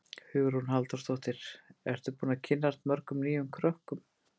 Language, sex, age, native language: Icelandic, female, 50-59, Icelandic